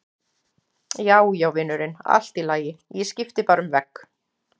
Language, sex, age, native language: Icelandic, female, 40-49, Icelandic